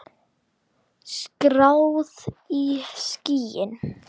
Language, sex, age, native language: Icelandic, female, 10, Icelandic